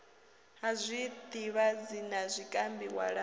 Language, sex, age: Venda, female, 22